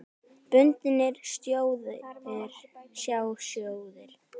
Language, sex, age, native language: Icelandic, female, 10, Icelandic